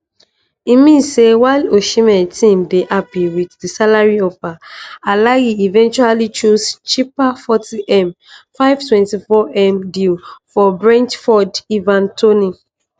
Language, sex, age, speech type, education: Nigerian Pidgin, female, 15-29, spontaneous, tertiary